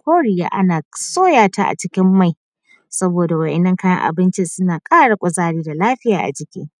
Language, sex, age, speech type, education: Hausa, female, 15-29, spontaneous, tertiary